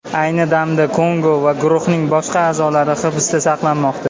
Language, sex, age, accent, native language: Uzbek, male, under 19, Toshkent shahri, Uzbek